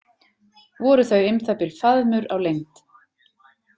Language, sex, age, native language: Icelandic, female, 40-49, Icelandic